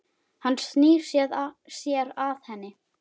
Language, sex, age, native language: Icelandic, female, 10, Icelandic